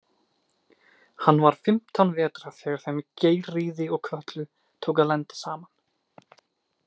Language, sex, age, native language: Icelandic, male, 20-29, Icelandic